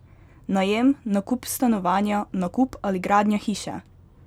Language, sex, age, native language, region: Slovenian, female, 12-17, Slovenian, Pomurje region